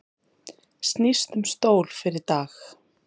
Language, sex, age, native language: Icelandic, female, 30-39, Icelandic